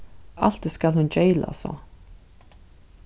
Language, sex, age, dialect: Faroese, female, 36-60, Suðuroy